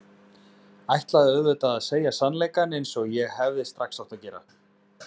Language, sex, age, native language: Icelandic, male, 20-29, Icelandic